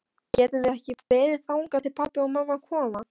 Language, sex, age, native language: Icelandic, female, 13, Polish